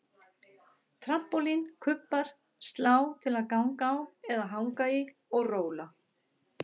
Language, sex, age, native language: Icelandic, female, 60-69, Icelandic